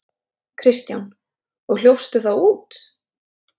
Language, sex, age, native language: Icelandic, female, 30-39, Icelandic